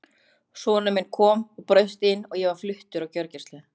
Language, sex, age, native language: Icelandic, other, 30-39, Icelandic